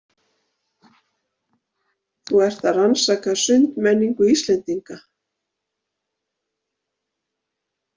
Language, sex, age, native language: Icelandic, female, 50-59, Icelandic